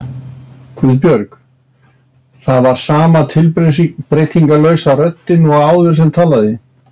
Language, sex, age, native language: Icelandic, male, 60-69, Icelandic